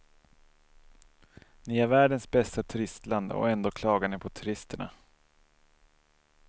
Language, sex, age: Swedish, male, 27